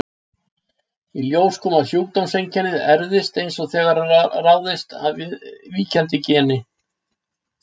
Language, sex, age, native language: Icelandic, male, 60-69, Icelandic